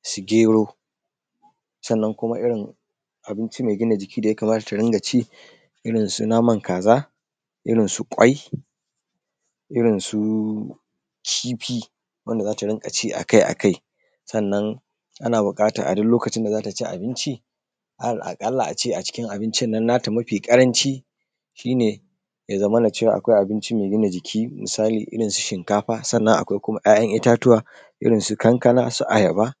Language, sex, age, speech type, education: Hausa, male, 30-45, spontaneous, secondary